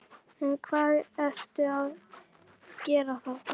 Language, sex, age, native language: Icelandic, female, 11, Icelandic